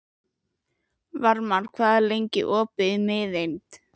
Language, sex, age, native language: Icelandic, female, 11, Icelandic